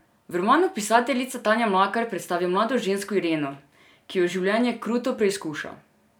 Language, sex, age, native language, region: Slovenian, female, 18-29, Serbian, Drava region